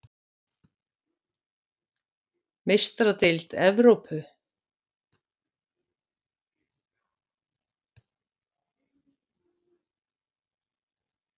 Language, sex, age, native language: Icelandic, female, 60-69, Icelandic